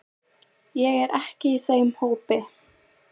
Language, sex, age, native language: Icelandic, female, 20-29, Icelandic